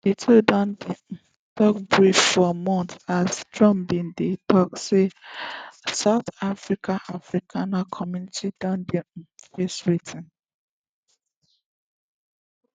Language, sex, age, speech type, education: Nigerian Pidgin, female, 15-29, spontaneous, secondary